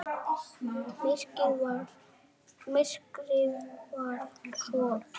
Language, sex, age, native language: Icelandic, male, 7, Icelandic